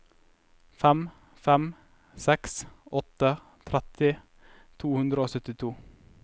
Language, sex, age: Norwegian, male, 21